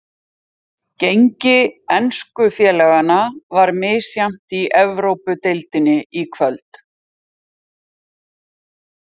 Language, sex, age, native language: Icelandic, female, 50-59, Icelandic